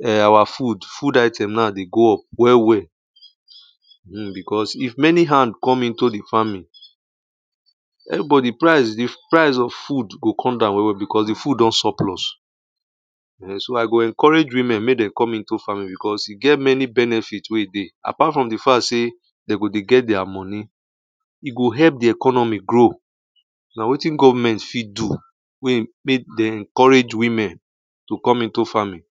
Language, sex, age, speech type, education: Nigerian Pidgin, male, 30-45, spontaneous, primary